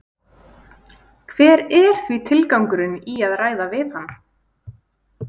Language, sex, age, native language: Icelandic, female, 20-29, Icelandic